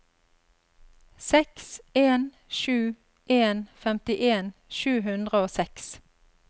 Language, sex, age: Norwegian, female, 32